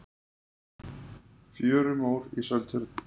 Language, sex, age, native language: Icelandic, male, 30-39, Icelandic